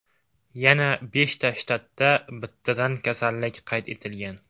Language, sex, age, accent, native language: Uzbek, male, 18-24, Farg'ona, Uzbek